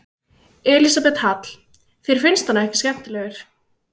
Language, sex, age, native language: Icelandic, female, 16, Icelandic